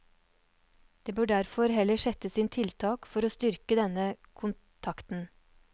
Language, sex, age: Norwegian, female, 39